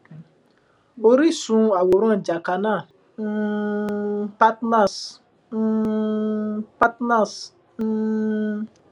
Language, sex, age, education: Yoruba, male, 15-29, tertiary